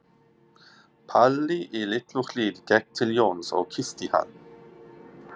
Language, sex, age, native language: Icelandic, male, 40-49, English